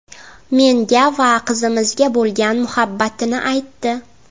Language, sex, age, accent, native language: Uzbek, female, 18-24, Navoiy, Uzbek